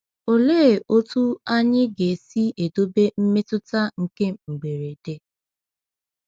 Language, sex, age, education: Igbo, female, 15-29, tertiary